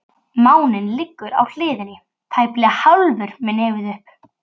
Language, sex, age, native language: Icelandic, female, 12, Icelandic